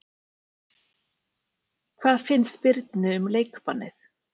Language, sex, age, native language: Icelandic, female, 40-49, Icelandic